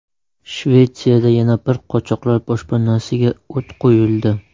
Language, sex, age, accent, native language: Uzbek, male, 19-29, Qashqadaryo, Uzbek